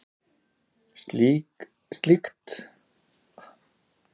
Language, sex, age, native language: Icelandic, male, 40-49, Icelandic